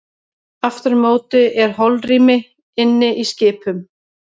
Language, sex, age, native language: Icelandic, female, 30-39, Icelandic